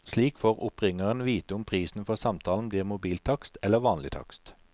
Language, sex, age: Norwegian, male, 43